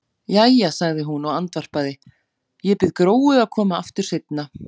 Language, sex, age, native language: Icelandic, female, 40-49, Icelandic